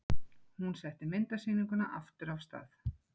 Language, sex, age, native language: Icelandic, female, 40-49, Icelandic